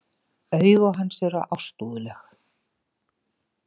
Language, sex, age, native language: Icelandic, female, 50-59, Icelandic